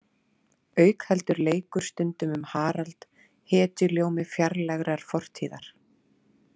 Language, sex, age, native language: Icelandic, female, 30-39, Icelandic